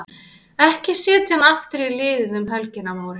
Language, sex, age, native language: Icelandic, female, 30-39, Icelandic